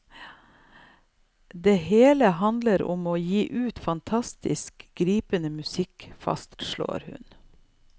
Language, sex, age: Norwegian, female, 55